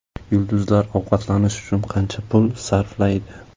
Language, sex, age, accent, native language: Uzbek, male, 25-34, Samarqand, Uzbek